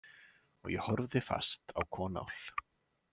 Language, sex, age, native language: Icelandic, male, 20-29, Icelandic